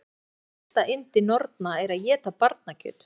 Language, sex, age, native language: Icelandic, female, 14, Icelandic